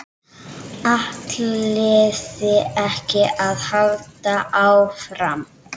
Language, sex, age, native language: Icelandic, female, 7, Icelandic